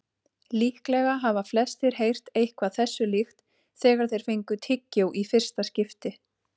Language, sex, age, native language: Icelandic, female, 30-39, Icelandic